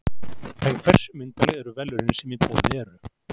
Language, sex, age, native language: Icelandic, male, 40-49, Icelandic